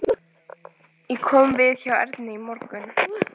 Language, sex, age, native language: Icelandic, female, 13, Icelandic